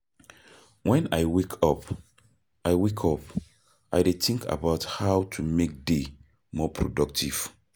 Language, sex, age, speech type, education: Nigerian Pidgin, male, 30-45, spontaneous, tertiary